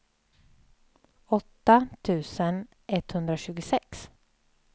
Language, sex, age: Swedish, female, 27